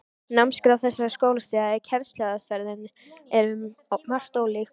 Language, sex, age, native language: Icelandic, female, 13, Icelandic